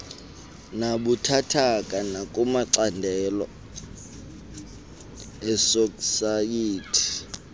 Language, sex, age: Xhosa, male, 20